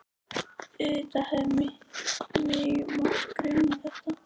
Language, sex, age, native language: Icelandic, female, 13, Icelandic